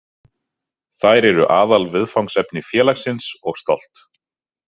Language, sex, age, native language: Icelandic, male, 30-39, Icelandic